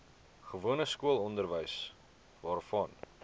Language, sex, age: Afrikaans, male, 23